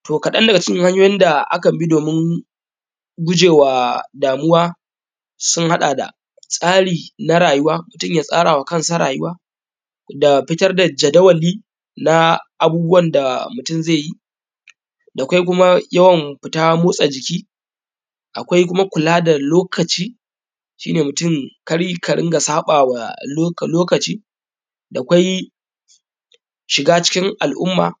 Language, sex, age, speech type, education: Hausa, male, 15-29, spontaneous, tertiary